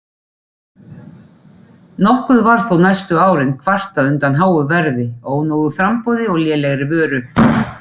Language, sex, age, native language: Icelandic, female, 40-49, Icelandic